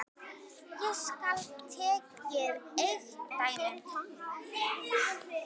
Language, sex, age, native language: Icelandic, female, 10, Icelandic